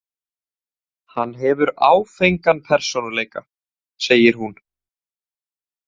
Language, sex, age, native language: Icelandic, male, 18-19, Icelandic